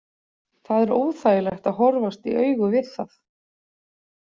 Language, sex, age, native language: Icelandic, female, 40-49, Icelandic